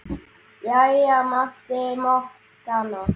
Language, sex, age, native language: Icelandic, male, 10, Icelandic